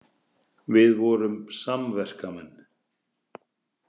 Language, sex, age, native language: Icelandic, male, 30-39, Icelandic